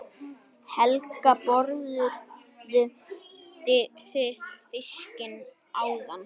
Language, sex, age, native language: Icelandic, male, 9, Icelandic